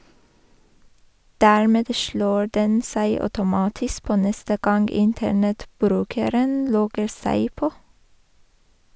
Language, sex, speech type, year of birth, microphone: Norwegian, female, read, 1985, Sennheiser